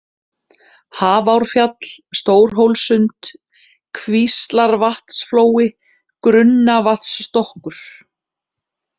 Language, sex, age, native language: Icelandic, female, 30-39, Icelandic